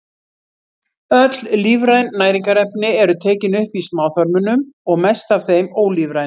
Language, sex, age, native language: Icelandic, female, 60-69, Icelandic